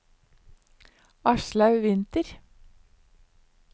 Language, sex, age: Norwegian, female, 59